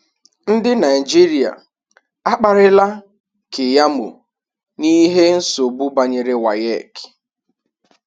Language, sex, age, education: Igbo, male, 15-29, tertiary